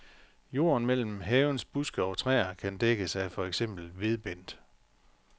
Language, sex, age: Danish, male, 45